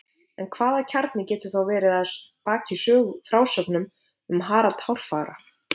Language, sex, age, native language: Icelandic, female, 50-59, Icelandic